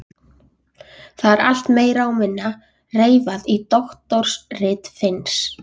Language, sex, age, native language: Icelandic, female, 14, Icelandic